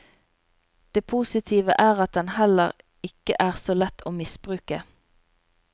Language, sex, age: Norwegian, female, 27